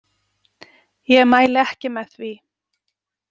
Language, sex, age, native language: Icelandic, female, 40-49, Icelandic